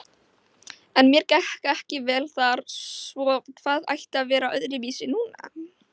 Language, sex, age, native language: Icelandic, male, 16, Icelandic